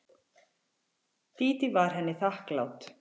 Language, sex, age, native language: Icelandic, female, 40-49, Icelandic